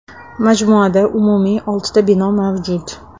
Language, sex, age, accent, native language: Uzbek, female, 25-34, Toshkent shahri, Uzbek